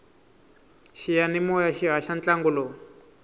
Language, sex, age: Tsonga, male, 22